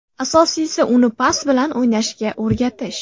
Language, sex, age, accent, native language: Uzbek, female, 18-24, Andijon, Uzbek